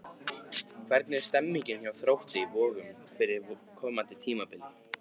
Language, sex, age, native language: Icelandic, male, 15, Icelandic